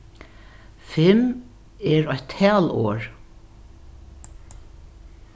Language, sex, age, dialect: Faroese, female, 61+, Norðuroyggjar